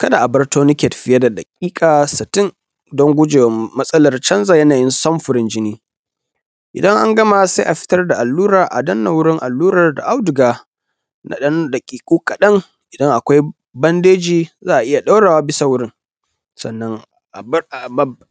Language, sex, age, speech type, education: Hausa, male, 15-29, spontaneous, tertiary